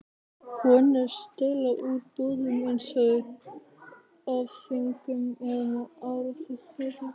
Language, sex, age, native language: Icelandic, other, 18-19, Icelandic